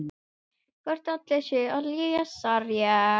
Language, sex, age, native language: Icelandic, female, 9, Icelandic